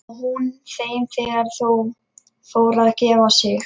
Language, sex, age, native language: Icelandic, male, 11, Lithuanian